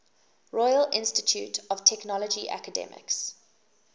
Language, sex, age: English, female, 19